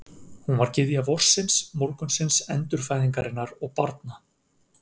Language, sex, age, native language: Icelandic, male, 30-39, Icelandic